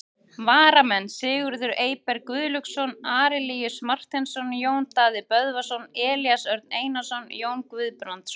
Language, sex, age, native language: Icelandic, female, 30-39, Icelandic